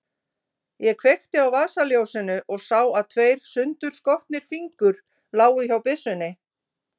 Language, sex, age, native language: Icelandic, female, 50-59, Icelandic